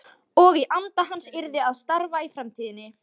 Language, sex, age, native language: Icelandic, female, 14, Icelandic